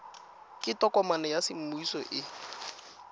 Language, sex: Tswana, female